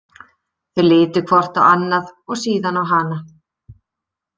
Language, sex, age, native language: Icelandic, female, 30-39, Icelandic